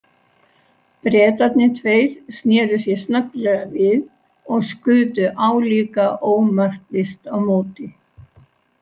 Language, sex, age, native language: Icelandic, female, 60-69, Icelandic